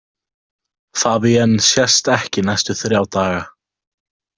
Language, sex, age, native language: Icelandic, male, 18-19, Icelandic